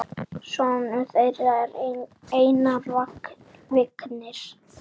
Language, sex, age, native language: Icelandic, male, 7, Icelandic